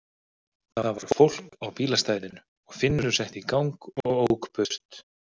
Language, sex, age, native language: Icelandic, male, 30-39, Icelandic